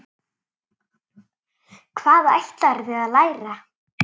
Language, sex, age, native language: Icelandic, female, 7, Icelandic